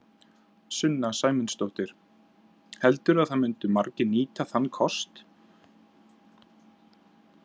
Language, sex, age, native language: Icelandic, male, 30-39, Icelandic